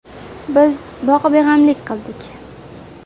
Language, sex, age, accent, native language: Uzbek, female, 18-24, Andijon, Uzbek